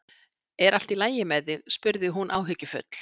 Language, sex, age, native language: Icelandic, female, 60-69, Icelandic